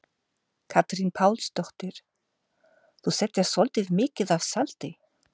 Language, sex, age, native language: Icelandic, female, 50-59, German